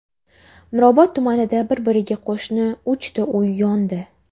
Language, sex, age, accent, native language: Uzbek, female, under 19, Jizzax, Uzbek